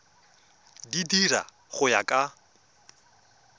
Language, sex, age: Tswana, male, 24